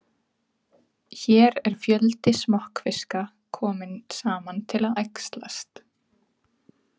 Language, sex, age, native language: Icelandic, female, 30-39, Icelandic